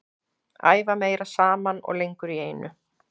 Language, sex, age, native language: Icelandic, female, 40-49, Icelandic